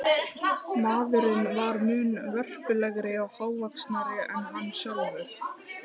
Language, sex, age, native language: Icelandic, female, 15, Icelandic